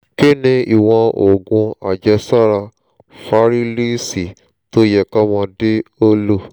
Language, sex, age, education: Yoruba, male, 15-29, tertiary